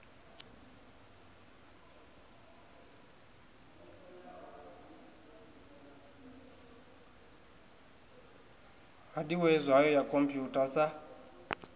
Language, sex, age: Venda, male, 21